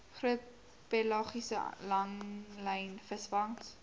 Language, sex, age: Afrikaans, female, 18